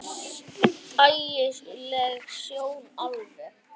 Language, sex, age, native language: Icelandic, female, 8, Icelandic